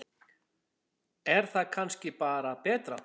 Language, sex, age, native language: Icelandic, female, 10, Icelandic